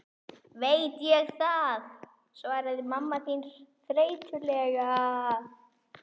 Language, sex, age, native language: Icelandic, female, 11, Icelandic